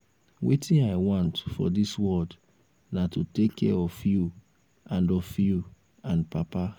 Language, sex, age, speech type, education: Nigerian Pidgin, male, 15-29, spontaneous, tertiary